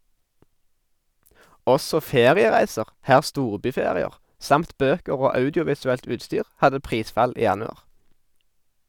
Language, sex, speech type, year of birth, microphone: Norwegian, male, read, 1991, Sennheiser